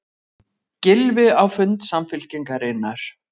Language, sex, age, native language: Icelandic, female, 40-49, Icelandic